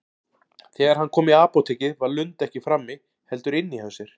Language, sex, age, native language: Icelandic, male, 40-49, Icelandic